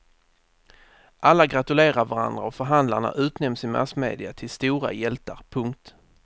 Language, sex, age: Swedish, male, 30